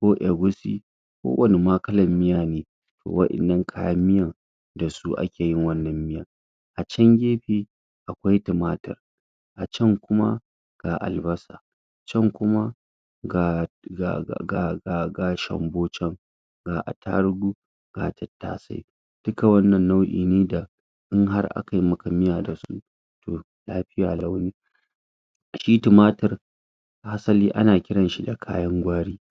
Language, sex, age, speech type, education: Hausa, female, 60+, spontaneous, secondary